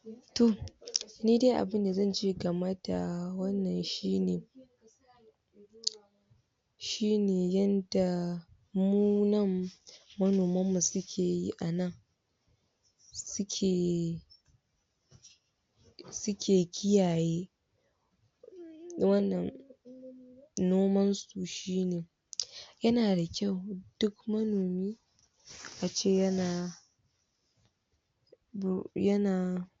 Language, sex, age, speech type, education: Hausa, female, 15-29, spontaneous, tertiary